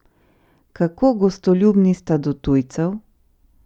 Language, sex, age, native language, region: Slovenian, female, 50-59, Slovenian, Central Slovenia